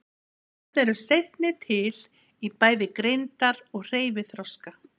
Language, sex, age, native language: Icelandic, female, 50-59, Icelandic